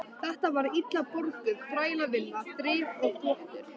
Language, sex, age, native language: Icelandic, female, 13, Icelandic